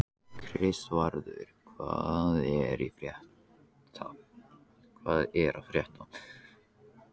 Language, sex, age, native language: Icelandic, male, 14, Icelandic